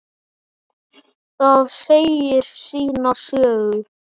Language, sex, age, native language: Icelandic, male, 9, Icelandic